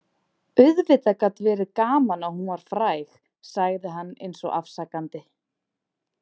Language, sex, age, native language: Icelandic, female, 20-29, Icelandic